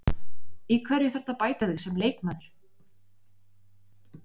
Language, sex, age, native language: Icelandic, female, 20-29, Icelandic